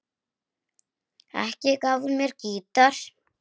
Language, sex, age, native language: Icelandic, female, 8, Icelandic